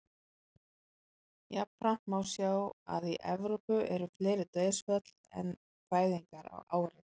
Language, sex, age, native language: Icelandic, female, 30-39, Icelandic